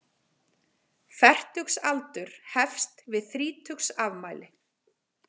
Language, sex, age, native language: Icelandic, female, 40-49, Icelandic